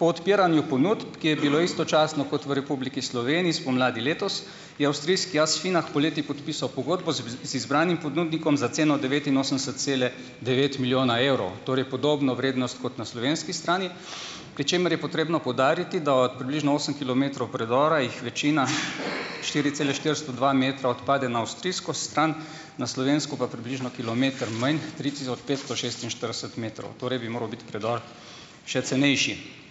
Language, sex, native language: Slovenian, male, Slovenian